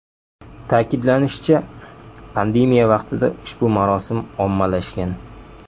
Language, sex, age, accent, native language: Uzbek, male, 25-34, Jizzax, Uzbek